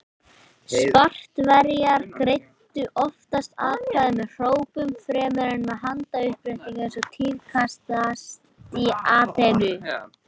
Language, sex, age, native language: Icelandic, male, 18-19, Icelandic